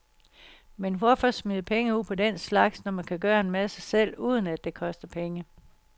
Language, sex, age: Danish, female, 60